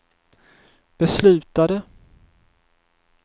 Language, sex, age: Swedish, male, 31